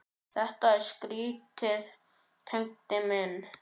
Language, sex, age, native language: Icelandic, male, 9, Icelandic